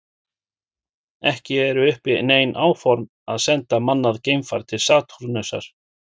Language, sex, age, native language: Icelandic, male, 40-49, Icelandic